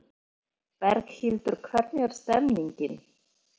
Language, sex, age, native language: Icelandic, female, 40-49, Polish